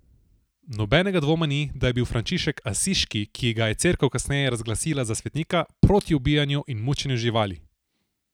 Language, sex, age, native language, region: Slovenian, male, 18-29, Slovenian, Southeast Slovenia